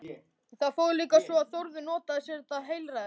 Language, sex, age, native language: Icelandic, male, 13, Icelandic